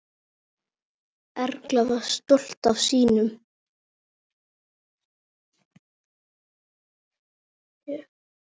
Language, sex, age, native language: Icelandic, male, 8, Icelandic